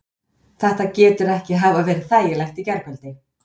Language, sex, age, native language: Icelandic, female, 30-39, Icelandic